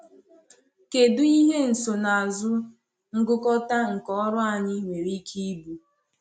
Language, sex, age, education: Igbo, female, 15-29, tertiary